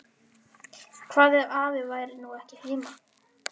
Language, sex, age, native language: Icelandic, male, 11, Icelandic